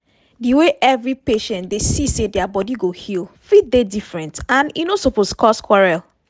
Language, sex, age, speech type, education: Nigerian Pidgin, female, 30-45, spontaneous, tertiary